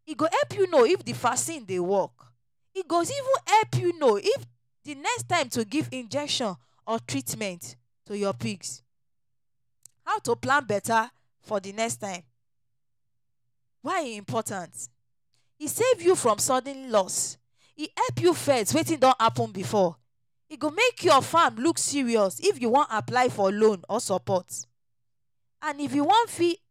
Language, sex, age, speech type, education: Nigerian Pidgin, female, 30-45, spontaneous, tertiary